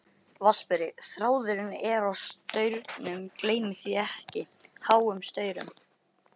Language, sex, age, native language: Icelandic, male, 13, Icelandic